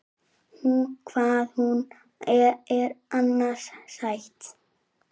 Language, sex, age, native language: Icelandic, male, 7, Icelandic